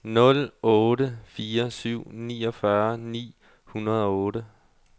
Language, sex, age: Danish, male, 32